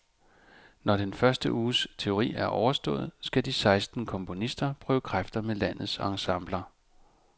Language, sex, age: Danish, male, 34